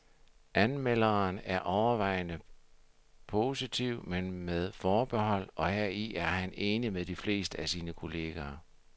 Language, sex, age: Danish, male, 60